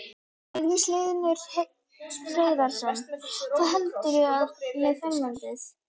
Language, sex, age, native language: Icelandic, female, 12, Icelandic